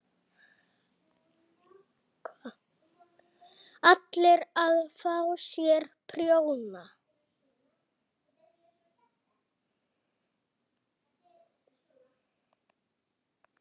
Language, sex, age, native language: Icelandic, female, 6, Icelandic